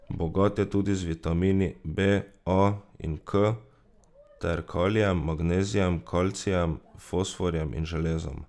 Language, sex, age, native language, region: Slovenian, male, 18-29, Slovenian, Drava region